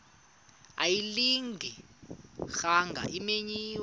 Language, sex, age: Xhosa, male, 35